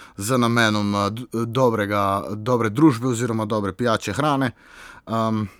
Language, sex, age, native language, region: Slovenian, male, 18-29, Slovenian, Southeast Slovenia